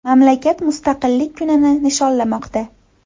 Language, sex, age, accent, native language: Uzbek, female, 18-24, Andijon, Uzbek